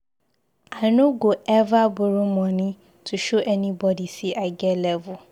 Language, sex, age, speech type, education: Nigerian Pidgin, female, 15-29, read, secondary